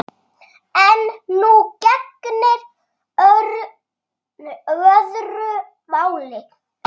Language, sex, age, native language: Icelandic, male, 6, Icelandic